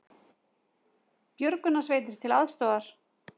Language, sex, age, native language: Icelandic, female, 40-49, Icelandic